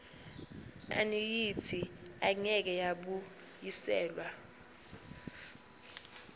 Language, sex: Zulu, female